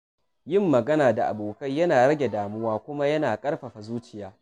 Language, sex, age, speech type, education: Hausa, male, 15-29, read, secondary